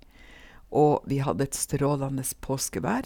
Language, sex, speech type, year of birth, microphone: Norwegian, female, spontaneous, 1956, Sennheiser